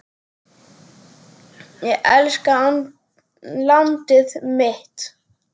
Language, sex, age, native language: Icelandic, male, 10, Icelandic